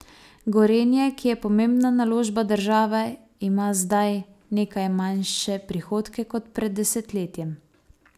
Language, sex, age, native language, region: Slovenian, female, 18-29, Slovenian, Savinja region